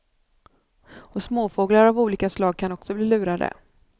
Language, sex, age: Swedish, female, 39